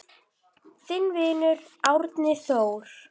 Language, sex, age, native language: Icelandic, female, 10, Icelandic